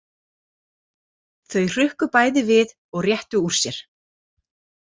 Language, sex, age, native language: Icelandic, female, 40-49, Icelandic